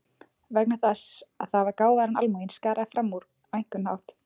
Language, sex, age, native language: Icelandic, female, 20-29, Icelandic